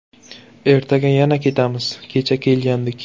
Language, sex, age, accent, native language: Uzbek, male, 18-24, Buxoro, Uzbek